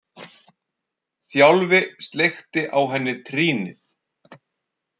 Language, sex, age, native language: Icelandic, male, 40-49, Icelandic